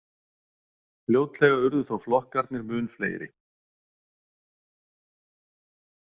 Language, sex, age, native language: Icelandic, male, 40-49, Icelandic